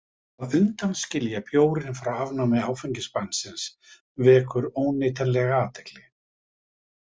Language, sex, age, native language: Icelandic, male, 50-59, Icelandic